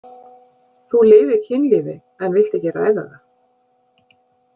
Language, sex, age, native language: Icelandic, female, 50-59, Icelandic